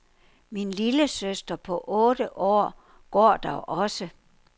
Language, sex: Danish, female